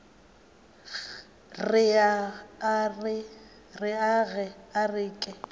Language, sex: Northern Sotho, female